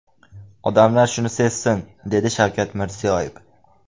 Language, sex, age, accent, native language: Uzbek, male, under 19, Andijon, Uzbek